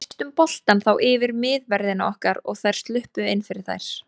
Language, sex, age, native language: Icelandic, female, 20-29, Icelandic